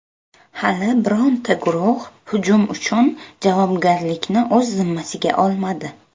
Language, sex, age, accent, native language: Uzbek, female, 25-34, Samarqand, Uzbek